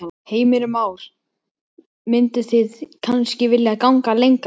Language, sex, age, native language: Icelandic, male, 12, Icelandic